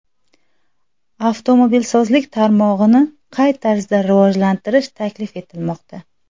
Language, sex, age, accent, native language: Uzbek, female, 19-29, Xorazm, Uzbek